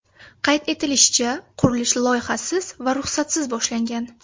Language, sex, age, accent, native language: Uzbek, female, 19-29, Surxondaryo, Uzbek